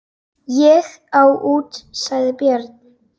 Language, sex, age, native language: Icelandic, female, 10, Icelandic